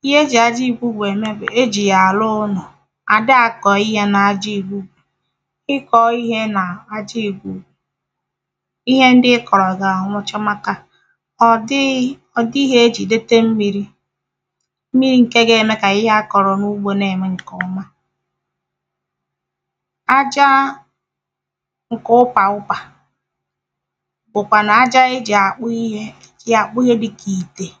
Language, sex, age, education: Igbo, female, 30-45, secondary